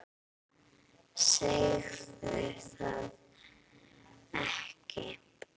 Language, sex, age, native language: Icelandic, female, 10, Icelandic